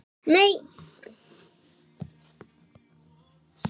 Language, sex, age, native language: Icelandic, male, 8, Icelandic